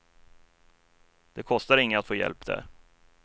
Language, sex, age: Swedish, male, 33